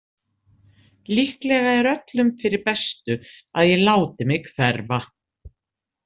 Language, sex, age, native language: Icelandic, female, 60-69, Icelandic